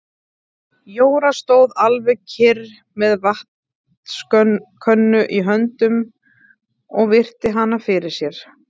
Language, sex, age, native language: Icelandic, female, 30-39, Icelandic